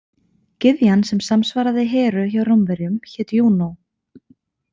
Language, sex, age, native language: Icelandic, female, 20-29, Icelandic